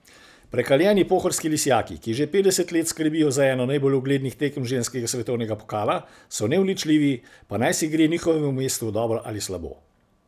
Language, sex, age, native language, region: Slovenian, male, 60+, Slovenian, Central Slovenia